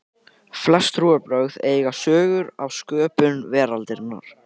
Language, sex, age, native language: Icelandic, male, 18-19, Icelandic